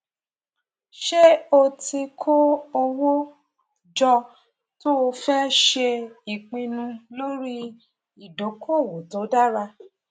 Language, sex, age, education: Yoruba, female, 30-45, tertiary